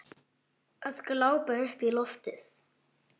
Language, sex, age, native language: Icelandic, male, 9, Icelandic